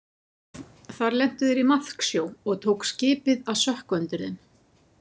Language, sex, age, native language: Icelandic, female, 50-59, Icelandic